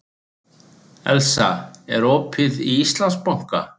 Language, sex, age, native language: Icelandic, male, 60-69, Icelandic